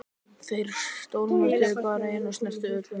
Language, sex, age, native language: Icelandic, male, 11, Icelandic